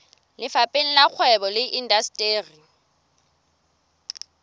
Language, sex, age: Southern Sotho, female, 18